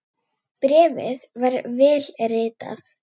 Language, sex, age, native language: Icelandic, female, 9, Icelandic